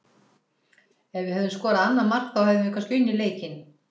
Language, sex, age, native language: Icelandic, female, 60-69, Icelandic